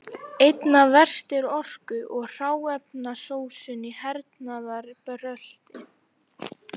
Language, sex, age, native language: Icelandic, female, 11, Icelandic